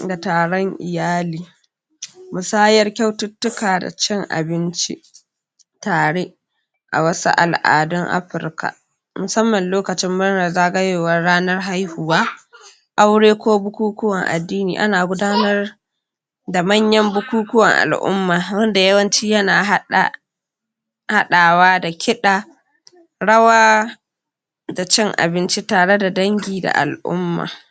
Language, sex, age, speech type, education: Hausa, female, 46-60, spontaneous, tertiary